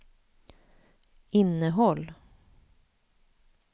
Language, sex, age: Swedish, female, 41